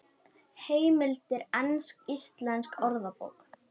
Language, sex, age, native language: Icelandic, female, 21, Icelandic